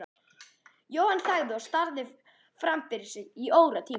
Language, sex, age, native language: Icelandic, female, 11, Icelandic